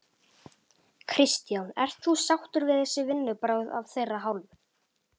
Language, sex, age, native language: Icelandic, male, 11, Icelandic